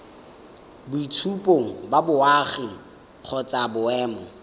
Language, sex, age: Tswana, male, 19